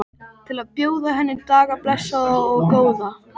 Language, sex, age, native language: Icelandic, male, 13, Icelandic